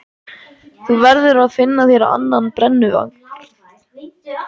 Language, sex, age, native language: Icelandic, male, 14, Icelandic